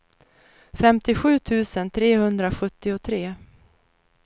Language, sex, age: Swedish, female, 49